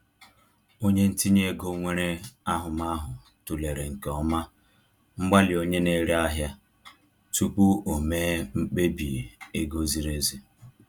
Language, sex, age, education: Igbo, male, 30-45, tertiary